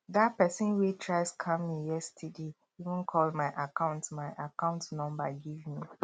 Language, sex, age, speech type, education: Nigerian Pidgin, male, 30-45, spontaneous, tertiary